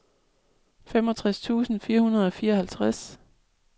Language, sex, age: Danish, female, 37